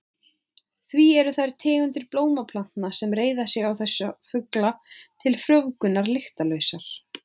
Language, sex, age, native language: Icelandic, female, 20-29, Icelandic